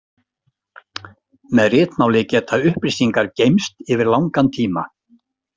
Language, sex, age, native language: Icelandic, male, 60-69, Icelandic